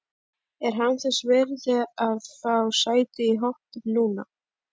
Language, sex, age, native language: Icelandic, female, 11, Icelandic